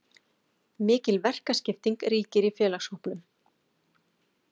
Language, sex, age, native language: Icelandic, female, 40-49, Icelandic